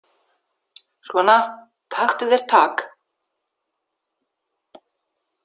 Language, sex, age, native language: Icelandic, female, 60-69, Icelandic